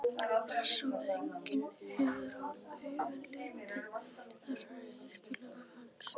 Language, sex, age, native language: Icelandic, female, 11, Icelandic